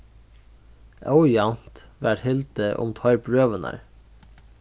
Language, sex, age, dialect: Faroese, male, 15-35, Norðurstreymoy/Eysturoy